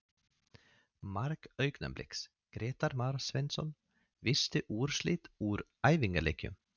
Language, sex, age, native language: Icelandic, male, 30-39, Swedish